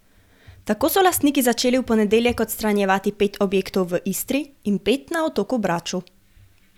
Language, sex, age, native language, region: Slovenian, female, 18-29, Slovenian, Gorenjska region